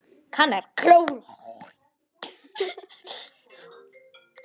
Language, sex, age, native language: Icelandic, female, 10, Icelandic